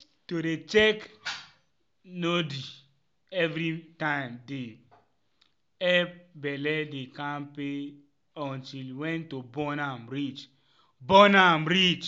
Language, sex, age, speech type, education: Nigerian Pidgin, male, 15-29, spontaneous, tertiary